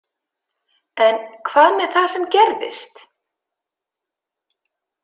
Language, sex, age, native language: Icelandic, female, 50-59, Icelandic